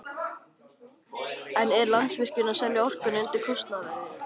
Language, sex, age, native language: Icelandic, male, 13, Icelandic